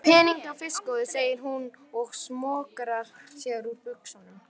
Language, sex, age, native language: Icelandic, male, 11, Icelandic